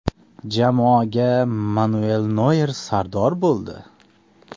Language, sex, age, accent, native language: Uzbek, male, 25-34, Sirdaryo, Uzbek